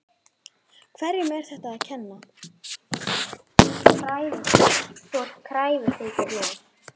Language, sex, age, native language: Icelandic, female, 9, Icelandic